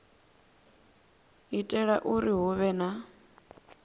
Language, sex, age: Venda, female, 24